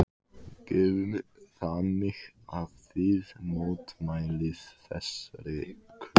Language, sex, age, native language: Icelandic, male, 15, Icelandic